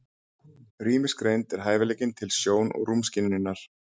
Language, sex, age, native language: Icelandic, male, 40-49, Icelandic